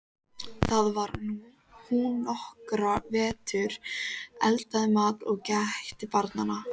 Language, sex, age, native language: Icelandic, female, 13, Icelandic